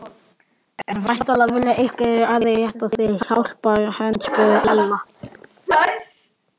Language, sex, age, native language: Icelandic, male, 11, Icelandic